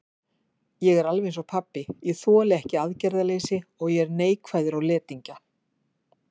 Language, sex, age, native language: Icelandic, female, 50-59, Icelandic